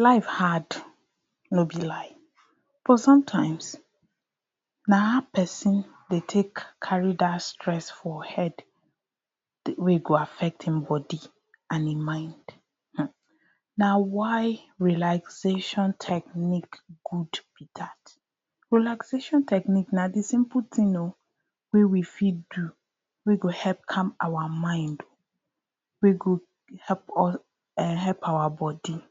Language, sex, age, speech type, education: Nigerian Pidgin, female, 15-29, spontaneous, tertiary